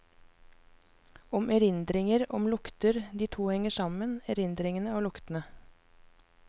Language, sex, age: Norwegian, female, 24